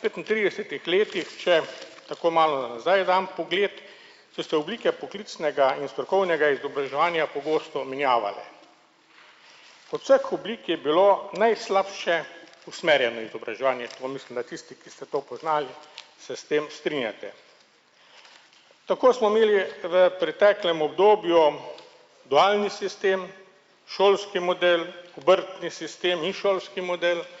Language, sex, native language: Slovenian, male, Slovenian